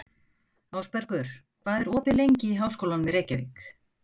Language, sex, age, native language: Icelandic, female, 50-59, Icelandic